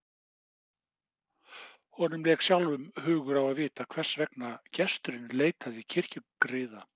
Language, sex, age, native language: Icelandic, male, 60-69, Icelandic